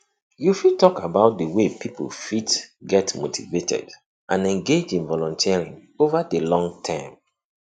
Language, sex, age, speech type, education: Nigerian Pidgin, male, 30-45, spontaneous, tertiary